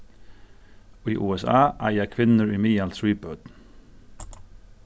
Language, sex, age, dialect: Faroese, male, 36-60, Suðurstreymoy